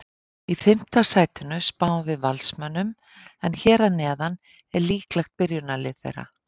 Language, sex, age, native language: Icelandic, female, 50-59, Icelandic